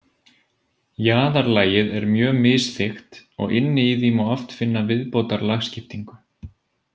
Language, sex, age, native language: Icelandic, male, 20-29, Icelandic